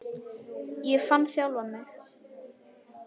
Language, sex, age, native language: Icelandic, female, 10, Icelandic